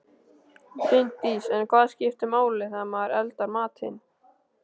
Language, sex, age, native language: Icelandic, male, 13, Icelandic